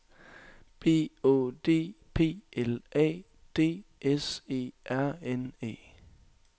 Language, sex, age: Danish, male, 22